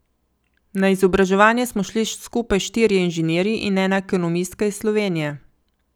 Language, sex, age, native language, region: Slovenian, female, 50-59, Slovenian, Coastal Karst region